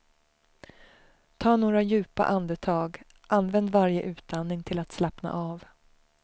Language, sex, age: Swedish, female, 35